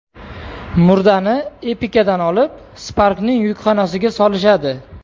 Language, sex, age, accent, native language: Uzbek, male, 18-24, Toshkent viloyati, Uzbek